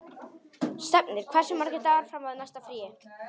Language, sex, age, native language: Icelandic, male, 18-19, Polish